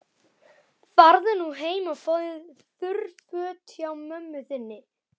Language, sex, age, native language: Icelandic, male, 11, Icelandic